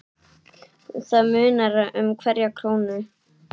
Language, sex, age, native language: Icelandic, male, 8, Icelandic